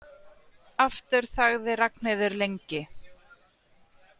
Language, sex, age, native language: Icelandic, female, 30-39, Icelandic